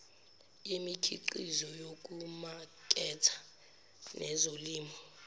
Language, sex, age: Zulu, female, 17